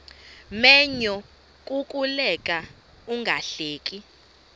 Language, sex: Xhosa, female